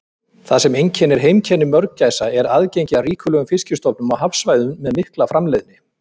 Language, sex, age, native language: Icelandic, male, 50-59, Icelandic